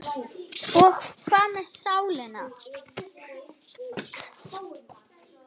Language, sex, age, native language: Icelandic, female, 8, Icelandic